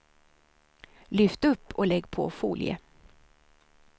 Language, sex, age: Swedish, female, 63